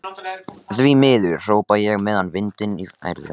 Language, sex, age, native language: Icelandic, male, 14, Icelandic